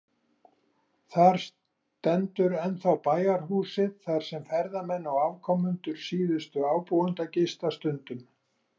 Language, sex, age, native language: Icelandic, male, 60-69, Icelandic